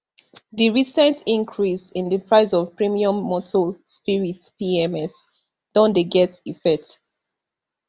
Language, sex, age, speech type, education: Nigerian Pidgin, female, 15-29, spontaneous, tertiary